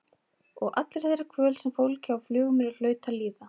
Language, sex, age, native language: Icelandic, female, 30-39, Icelandic